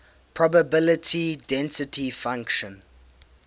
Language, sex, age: English, male, 18